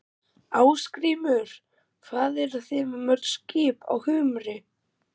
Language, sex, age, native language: Icelandic, male, 12, German